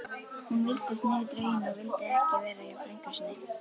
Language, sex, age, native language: Icelandic, female, 11, Icelandic